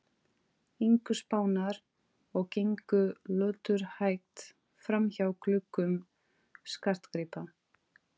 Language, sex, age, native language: Icelandic, female, 30-39, Portuguese